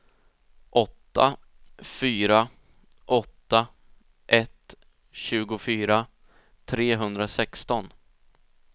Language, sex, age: Swedish, male, 20